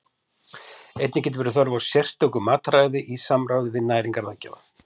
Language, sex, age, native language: Icelandic, male, 50-59, Icelandic